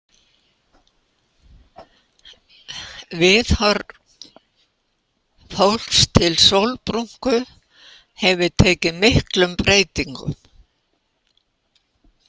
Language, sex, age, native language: Icelandic, female, 80-89, Icelandic